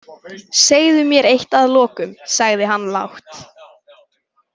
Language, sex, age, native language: Icelandic, male, 18-19, Icelandic